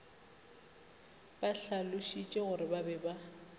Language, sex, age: Northern Sotho, female, 25